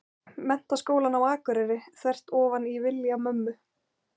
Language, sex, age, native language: Icelandic, female, 20-29, Icelandic